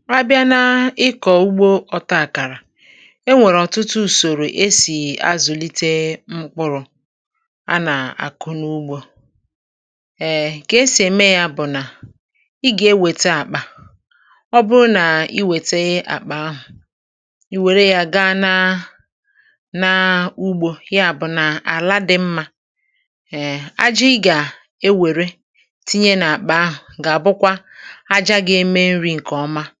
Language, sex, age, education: Igbo, female, 46-60, tertiary